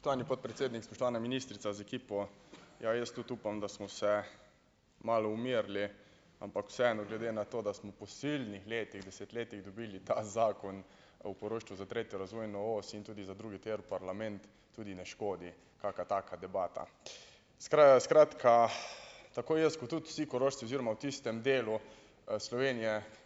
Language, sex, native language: Slovenian, male, Slovenian